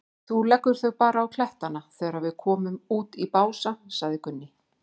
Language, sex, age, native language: Icelandic, female, 40-49, Icelandic